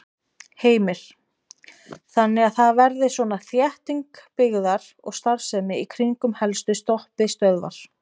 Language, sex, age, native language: Icelandic, female, 20-29, Icelandic